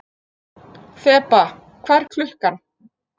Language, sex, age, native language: Icelandic, female, 50-59, Icelandic